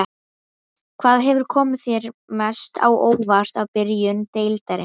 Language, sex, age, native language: Icelandic, female, 11, Icelandic